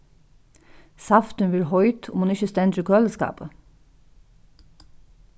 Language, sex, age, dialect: Faroese, female, 36-60, Norðuroyggjar